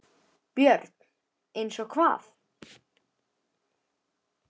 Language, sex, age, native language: Icelandic, male, 10, Icelandic